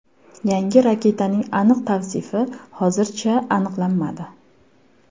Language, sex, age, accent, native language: Uzbek, female, 19-29, Farg'ona, Uzbek